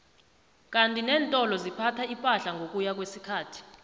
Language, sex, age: South Ndebele, female, 29